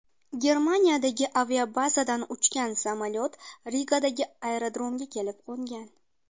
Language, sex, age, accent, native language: Uzbek, female, 19-29, Qashqadaryo, Uzbek